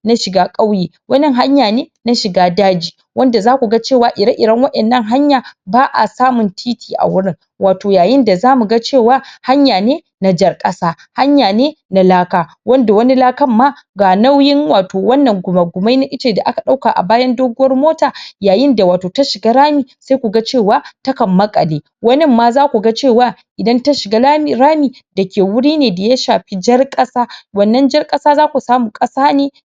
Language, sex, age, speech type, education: Hausa, male, 15-29, spontaneous, primary